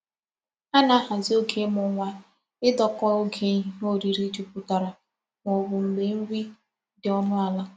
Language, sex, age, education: Igbo, female, 15-29, tertiary